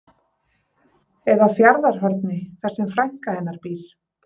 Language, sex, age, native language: Icelandic, female, 30-39, Icelandic